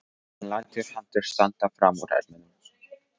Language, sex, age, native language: Icelandic, male, 14, Polish